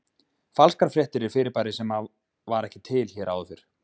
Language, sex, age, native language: Icelandic, male, 20-29, Icelandic